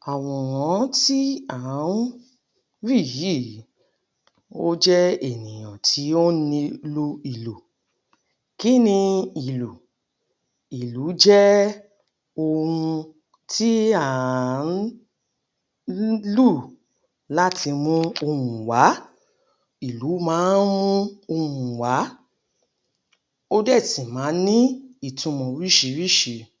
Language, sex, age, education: Yoruba, female, 30-45, tertiary